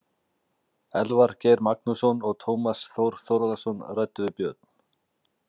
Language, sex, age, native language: Icelandic, male, 40-49, Icelandic